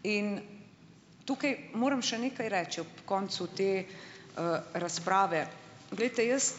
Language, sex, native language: Slovenian, female, Slovenian